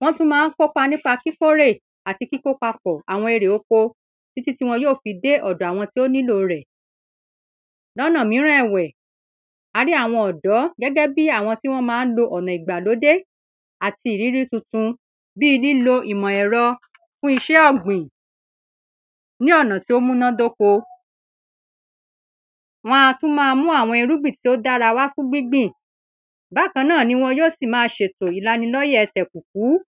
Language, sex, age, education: Yoruba, female, 30-45, secondary